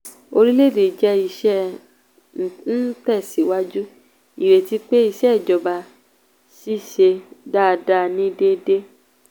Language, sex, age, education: Yoruba, female, 15-29, tertiary